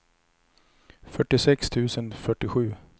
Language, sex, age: Swedish, male, 34